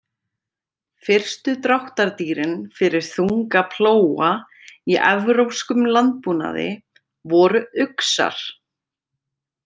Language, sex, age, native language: Icelandic, female, 30-39, Icelandic